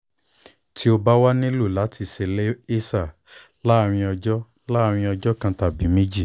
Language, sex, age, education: Yoruba, male, 15-29, tertiary